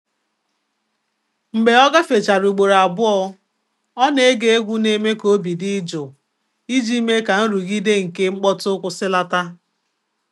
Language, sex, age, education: Igbo, female, 30-45, tertiary